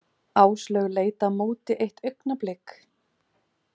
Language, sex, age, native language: Icelandic, female, 30-39, Icelandic